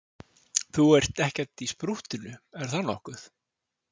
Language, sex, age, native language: Icelandic, male, 60-69, Icelandic